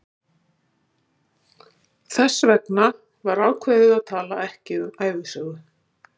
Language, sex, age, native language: Icelandic, female, 60-69, Icelandic